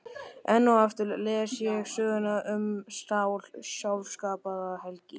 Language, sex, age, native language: Icelandic, male, 13, Icelandic